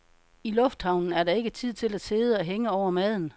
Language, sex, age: Danish, female, 52